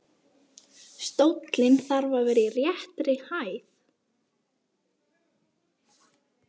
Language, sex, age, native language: Icelandic, female, 12, Icelandic